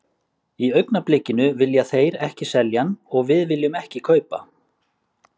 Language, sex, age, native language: Icelandic, male, 30-39, Icelandic